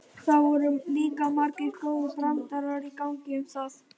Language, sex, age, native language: Icelandic, male, 11, Icelandic